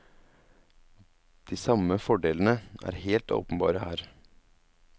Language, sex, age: Norwegian, male, 27